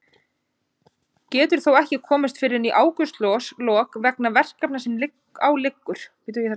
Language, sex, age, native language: Icelandic, female, 20-29, Icelandic